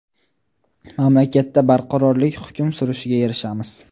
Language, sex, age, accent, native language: Uzbek, male, 18-24, Toshkent viloyati, Uzbek